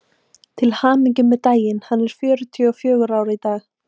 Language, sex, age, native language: Icelandic, female, 18-19, Icelandic